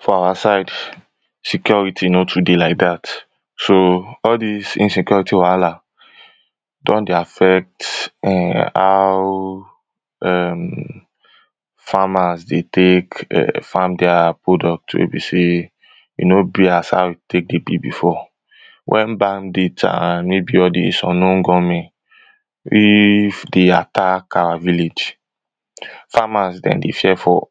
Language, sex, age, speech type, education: Nigerian Pidgin, male, 15-29, spontaneous, tertiary